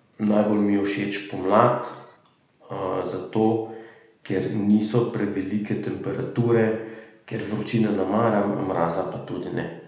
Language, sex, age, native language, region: Slovenian, male, 30-49, Slovenian, Central Slovenia